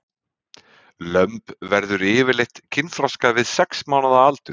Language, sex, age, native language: Icelandic, male, 30-39, Icelandic